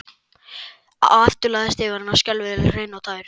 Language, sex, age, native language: Icelandic, male, 12, Icelandic